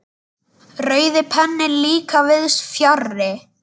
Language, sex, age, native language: Icelandic, male, 10, Icelandic